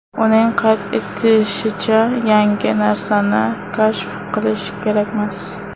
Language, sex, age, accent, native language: Uzbek, female, under 19, Toshkent shahri, Uzbek